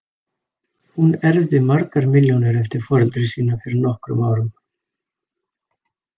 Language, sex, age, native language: Icelandic, male, 40-49, Icelandic